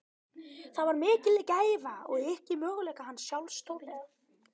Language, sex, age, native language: Icelandic, male, 12, Icelandic